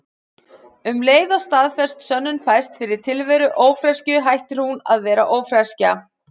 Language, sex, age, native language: Icelandic, female, 40-49, Icelandic